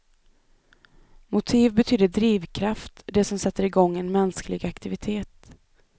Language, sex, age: Swedish, female, 25